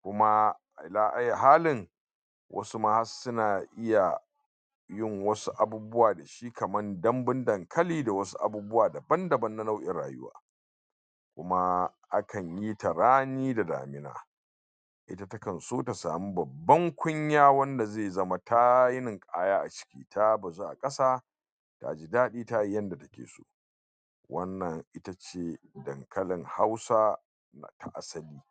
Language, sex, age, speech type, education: Hausa, male, 46-60, spontaneous, tertiary